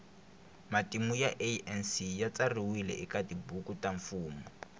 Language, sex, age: Tsonga, male, 21